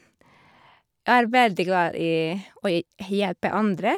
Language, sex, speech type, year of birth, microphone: Norwegian, female, spontaneous, 1991, Shure